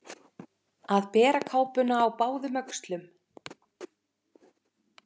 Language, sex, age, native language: Icelandic, female, 50-59, Icelandic